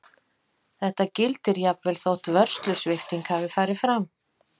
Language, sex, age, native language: Icelandic, female, 50-59, Icelandic